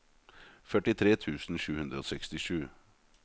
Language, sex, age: Norwegian, male, 38